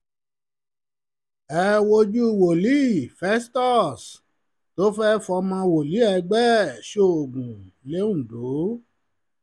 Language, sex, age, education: Yoruba, male, 46-60, tertiary